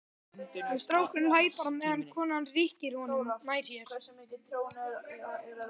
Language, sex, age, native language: Icelandic, male, 12, Icelandic